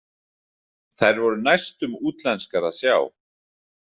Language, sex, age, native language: Icelandic, male, 40-49, Icelandic